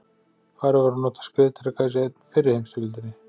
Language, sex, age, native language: Icelandic, male, 40-49, Icelandic